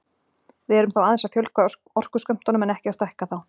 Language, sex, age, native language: Icelandic, female, 40-49, Icelandic